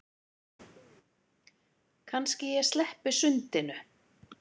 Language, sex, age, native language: Icelandic, female, 50-59, Icelandic